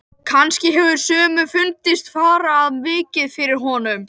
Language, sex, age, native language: Icelandic, male, 12, Icelandic